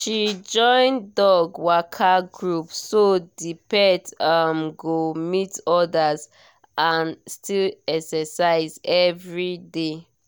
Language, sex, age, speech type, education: Nigerian Pidgin, female, 30-45, spontaneous, tertiary